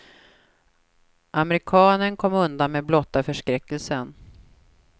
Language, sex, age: Swedish, female, 43